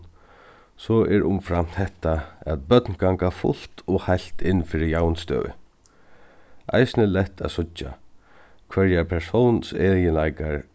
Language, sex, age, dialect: Faroese, male, 36-60, Suðuroy